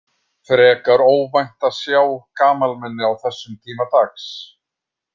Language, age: Icelandic, 50-59